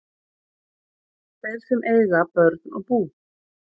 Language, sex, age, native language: Icelandic, female, 40-49, Icelandic